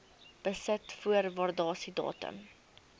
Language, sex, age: Afrikaans, female, 19